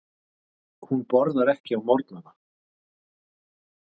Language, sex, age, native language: Icelandic, male, 30-39, Icelandic